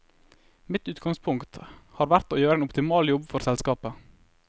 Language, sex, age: Norwegian, male, 21